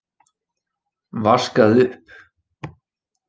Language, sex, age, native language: Icelandic, male, 20-29, Icelandic